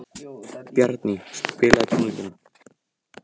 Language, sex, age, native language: Icelandic, male, 18-19, Icelandic